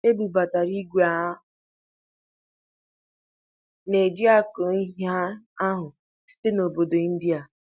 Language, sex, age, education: Igbo, female, 15-29, tertiary